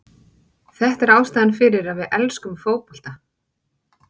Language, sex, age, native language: Icelandic, female, 40-49, Icelandic